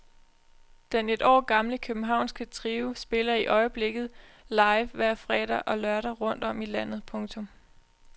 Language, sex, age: Danish, female, 20